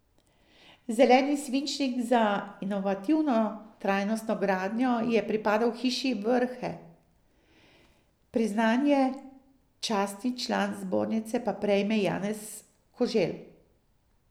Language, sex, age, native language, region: Slovenian, female, 50-59, Slovenian, Drava region